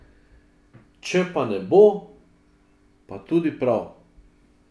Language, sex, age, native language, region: Slovenian, male, 50-59, Slovenian, Drava region